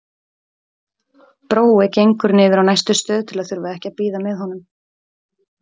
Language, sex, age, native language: Icelandic, female, 30-39, Icelandic